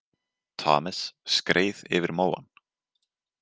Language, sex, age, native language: Icelandic, male, 20-29, Icelandic